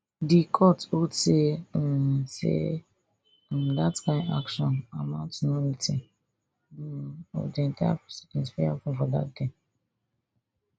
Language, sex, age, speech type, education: Nigerian Pidgin, female, 30-45, spontaneous, tertiary